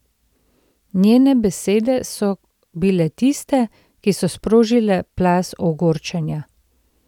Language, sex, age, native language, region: Slovenian, female, 30-49, Slovenian, Central Slovenia